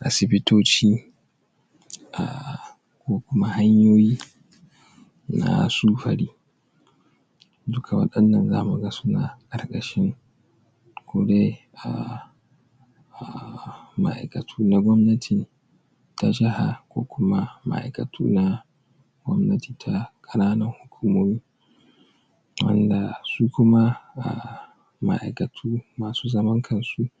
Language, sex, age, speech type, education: Hausa, male, 46-60, spontaneous, tertiary